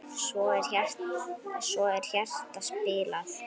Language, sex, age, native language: Icelandic, female, 9, Icelandic